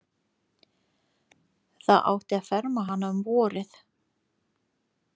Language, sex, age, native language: Icelandic, female, 40-49, Lithuanian